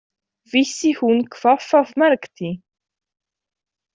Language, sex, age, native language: Icelandic, female, 18-19, Icelandic